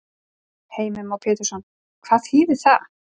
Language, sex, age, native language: Icelandic, female, 40-49, Icelandic